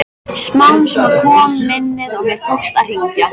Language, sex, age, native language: Icelandic, female, 13, Icelandic